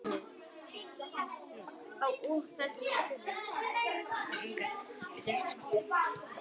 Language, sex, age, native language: Icelandic, male, 9, Icelandic